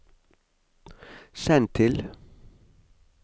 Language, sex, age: Norwegian, male, 45